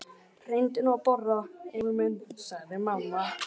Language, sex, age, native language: Icelandic, male, 11, Icelandic